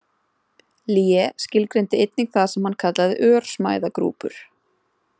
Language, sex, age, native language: Icelandic, female, 30-39, Icelandic